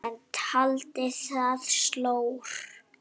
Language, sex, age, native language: Icelandic, male, 7, Icelandic